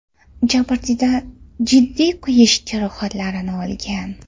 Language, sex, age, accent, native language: Uzbek, female, 12-17, Toshkent shahri, Uzbek